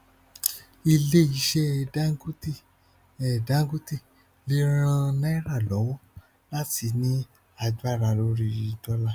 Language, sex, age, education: Yoruba, male, 15-29, tertiary